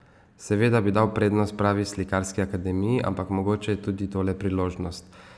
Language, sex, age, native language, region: Slovenian, male, 18-29, Slovenian, Savinja region